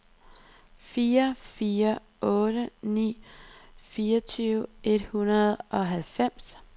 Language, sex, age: Danish, female, 23